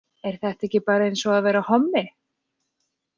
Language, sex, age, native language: Icelandic, female, 40-49, Icelandic